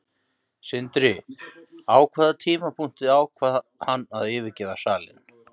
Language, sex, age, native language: Icelandic, male, 50-59, Icelandic